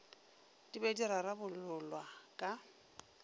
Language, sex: Northern Sotho, female